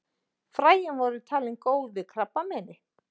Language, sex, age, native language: Icelandic, female, 40-49, Icelandic